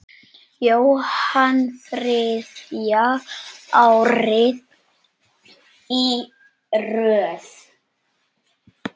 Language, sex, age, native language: Icelandic, male, 9, Icelandic